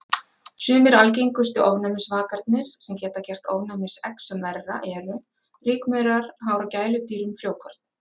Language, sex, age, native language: Icelandic, female, 40-49, Icelandic